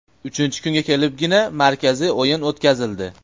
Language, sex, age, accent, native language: Uzbek, male, 25-34, Farg'ona, Uzbek